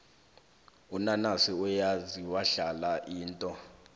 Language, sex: South Ndebele, male